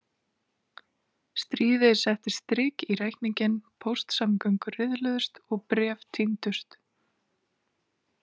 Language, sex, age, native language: Icelandic, female, 30-39, Icelandic